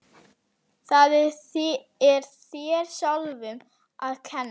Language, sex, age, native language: Icelandic, female, 11, Icelandic